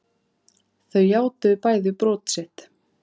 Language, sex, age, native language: Icelandic, female, 30-39, Icelandic